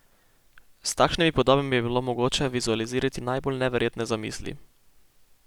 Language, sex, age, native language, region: Slovenian, male, 18-29, Slovenian, Posavska region